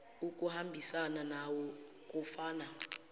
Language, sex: Zulu, female